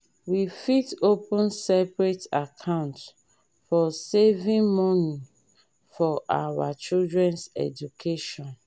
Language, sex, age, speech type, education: Nigerian Pidgin, female, 30-45, spontaneous, tertiary